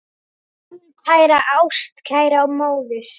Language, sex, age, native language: Icelandic, female, 9, Icelandic